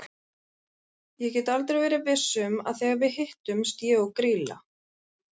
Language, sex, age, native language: Icelandic, female, 30-39, Icelandic